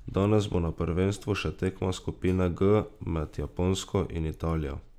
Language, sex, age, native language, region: Slovenian, male, 18-29, Slovenian, Drava region